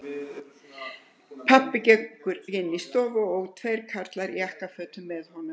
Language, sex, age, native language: Icelandic, female, 70-79, Icelandic